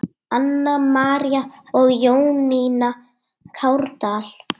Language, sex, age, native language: Icelandic, male, 8, Icelandic